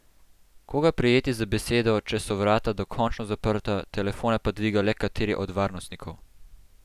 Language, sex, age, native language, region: Slovenian, male, 12-17, Slovenian, Central Slovenia